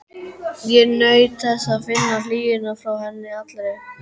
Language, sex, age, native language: Icelandic, male, 12, Icelandic